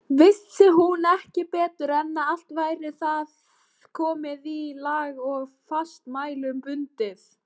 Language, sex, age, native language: Icelandic, female, 18-19, Icelandic